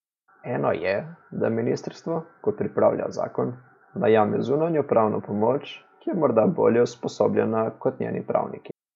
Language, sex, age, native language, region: Slovenian, male, 18-29, Slovenian, Coastal Karst region